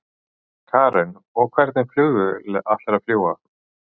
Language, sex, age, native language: Icelandic, male, 40-49, Icelandic